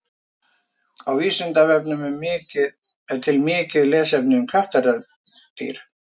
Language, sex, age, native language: Icelandic, male, 50-59, Icelandic